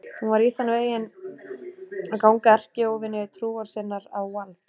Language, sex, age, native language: Icelandic, female, 30-39, Icelandic